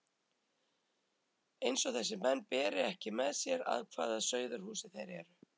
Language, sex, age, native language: Icelandic, female, 30-39, Icelandic